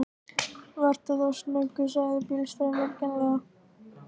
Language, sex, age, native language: Icelandic, male, 13, Icelandic